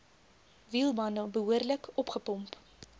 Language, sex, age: Afrikaans, female, 22